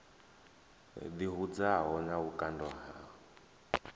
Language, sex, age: Venda, male, 23